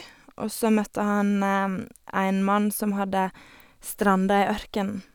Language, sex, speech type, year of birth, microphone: Norwegian, female, spontaneous, 1989, Sennheiser